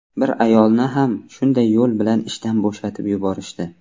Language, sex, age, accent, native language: Uzbek, male, 25-34, Samarqand, Uzbek